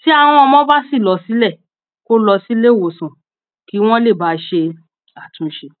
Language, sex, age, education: Yoruba, female, 30-45, tertiary